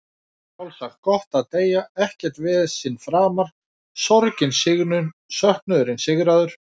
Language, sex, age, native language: Icelandic, male, 40-49, Icelandic